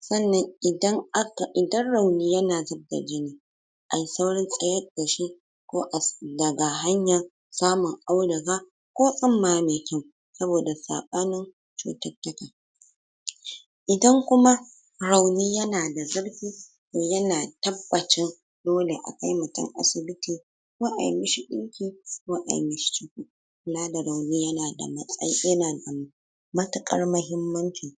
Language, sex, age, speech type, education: Hausa, female, 60+, spontaneous, tertiary